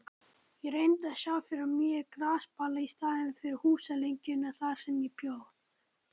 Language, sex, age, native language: Icelandic, male, 18-19, Icelandic